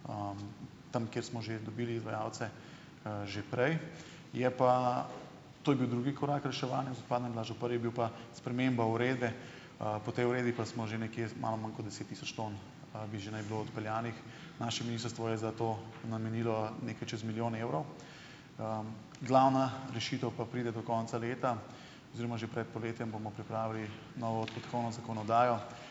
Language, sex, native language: Slovenian, male, Slovenian